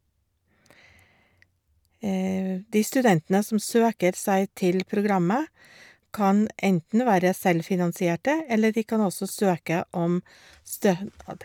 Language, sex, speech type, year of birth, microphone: Norwegian, female, spontaneous, 1956, Shure